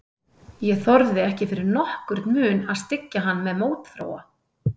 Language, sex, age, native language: Icelandic, female, 30-39, Icelandic